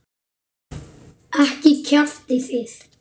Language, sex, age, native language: Icelandic, male, 9, Icelandic